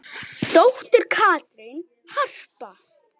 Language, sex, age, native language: Icelandic, male, 10, Icelandic